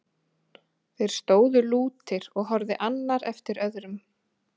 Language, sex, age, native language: Icelandic, female, 30-39, Icelandic